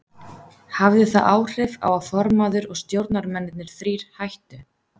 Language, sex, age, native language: Icelandic, female, 30-39, Icelandic